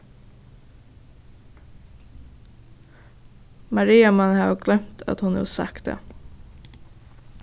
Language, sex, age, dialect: Faroese, female, 15-35, Suðuroy